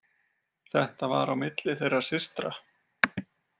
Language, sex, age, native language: Icelandic, male, 40-49, Icelandic